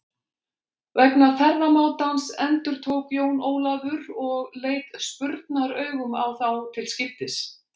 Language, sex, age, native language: Icelandic, female, 60-69, Icelandic